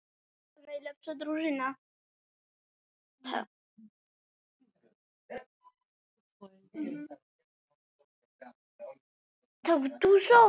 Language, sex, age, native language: Icelandic, female, 18-19, Icelandic